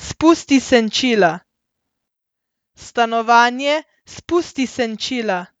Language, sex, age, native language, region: Slovenian, female, 30-49, Slovenian, Central Slovenia